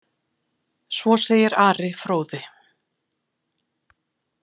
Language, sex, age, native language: Icelandic, female, 50-59, Icelandic